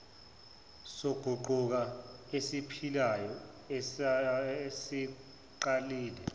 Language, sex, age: Zulu, male, 24